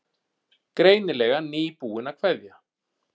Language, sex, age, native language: Icelandic, male, 40-49, Icelandic